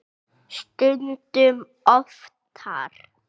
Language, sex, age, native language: Icelandic, male, 6, Icelandic